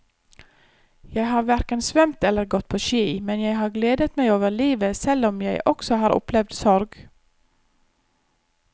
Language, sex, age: Norwegian, female, 34